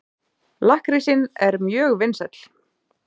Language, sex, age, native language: Icelandic, female, 30-39, Icelandic